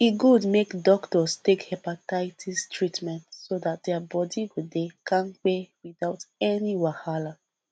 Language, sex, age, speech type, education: Nigerian Pidgin, female, 15-29, spontaneous, secondary